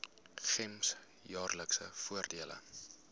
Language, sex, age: Afrikaans, male, 20